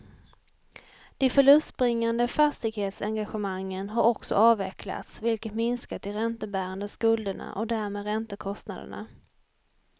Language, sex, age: Swedish, female, 28